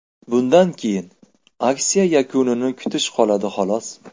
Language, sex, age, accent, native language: Uzbek, male, 18-24, Farg'ona, Uzbek